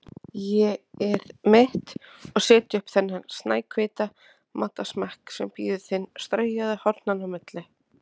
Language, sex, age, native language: Icelandic, female, 30-39, Icelandic